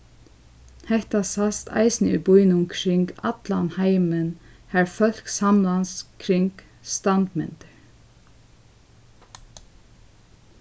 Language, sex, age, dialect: Faroese, female, 15-35, Suðurstreymoy